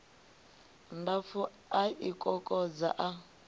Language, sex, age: Venda, female, 25